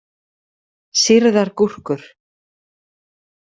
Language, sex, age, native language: Icelandic, female, 40-49, Icelandic